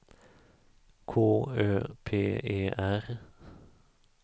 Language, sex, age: Swedish, male, 34